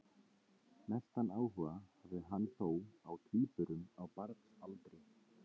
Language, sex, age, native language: Icelandic, male, 30-39, Icelandic